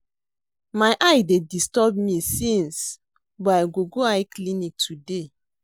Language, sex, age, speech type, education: Nigerian Pidgin, female, 30-45, read, secondary